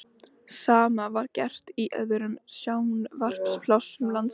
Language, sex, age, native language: Icelandic, female, 13, Icelandic